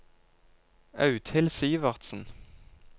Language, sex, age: Norwegian, male, 22